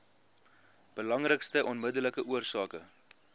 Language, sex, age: Afrikaans, male, 22